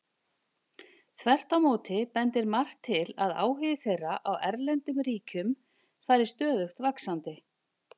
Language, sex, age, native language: Icelandic, female, 50-59, Icelandic